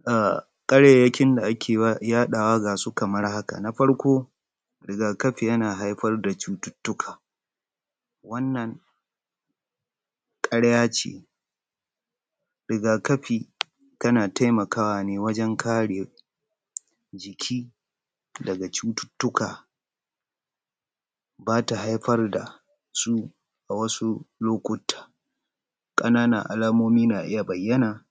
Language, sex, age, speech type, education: Hausa, male, 30-45, spontaneous, tertiary